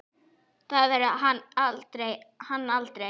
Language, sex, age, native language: Icelandic, female, 10, Icelandic